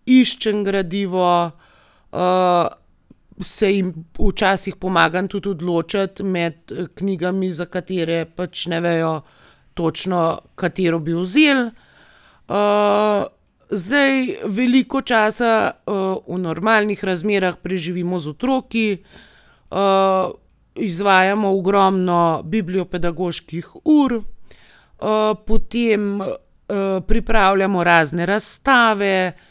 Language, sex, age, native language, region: Slovenian, female, 30-49, Slovenian, Gorenjska region